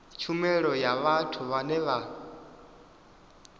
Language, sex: Venda, male